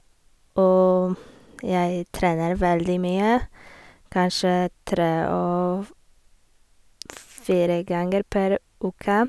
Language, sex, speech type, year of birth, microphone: Norwegian, female, spontaneous, 1987, Sennheiser